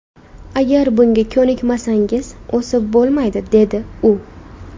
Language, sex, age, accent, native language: Uzbek, female, 18-24, Farg'ona, Uzbek